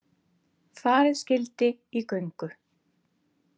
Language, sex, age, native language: Icelandic, female, 30-39, Icelandic